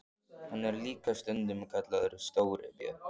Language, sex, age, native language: Icelandic, male, 14, Icelandic